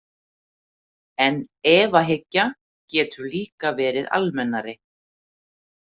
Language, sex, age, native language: Icelandic, female, 50-59, Icelandic